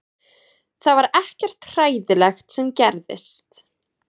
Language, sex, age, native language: Icelandic, female, 20-29, Icelandic